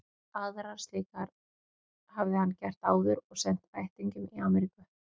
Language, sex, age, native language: Icelandic, female, 40-49, Icelandic